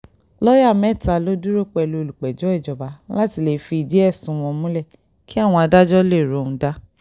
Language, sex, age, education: Yoruba, female, 30-45, tertiary